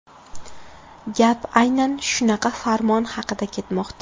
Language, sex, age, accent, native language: Uzbek, female, 18-24, Farg'ona, Uzbek